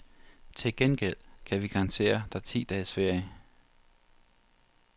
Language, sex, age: Danish, male, 40